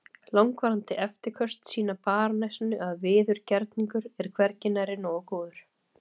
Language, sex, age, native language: Icelandic, female, 30-39, Icelandic